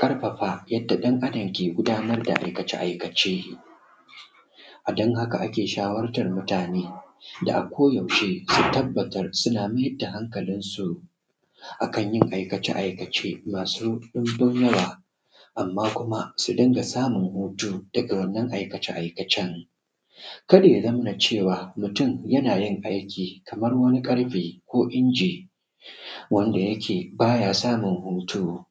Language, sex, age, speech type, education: Hausa, male, 15-29, spontaneous, tertiary